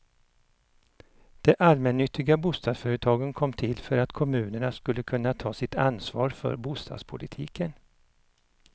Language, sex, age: Swedish, male, 59